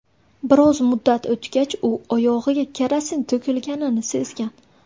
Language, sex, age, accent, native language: Uzbek, female, 19-29, Buxoro, Uzbek